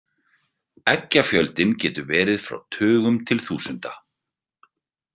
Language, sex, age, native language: Icelandic, male, 40-49, Icelandic